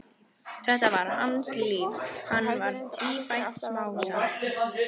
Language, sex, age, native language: Icelandic, female, 15, Icelandic